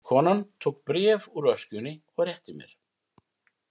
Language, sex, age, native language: Icelandic, male, 50-59, Icelandic